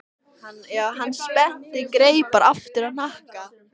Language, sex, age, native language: Icelandic, female, 14, Icelandic